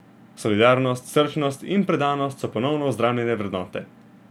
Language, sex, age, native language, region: Slovenian, male, 18-29, Slovenian, Gorenjska region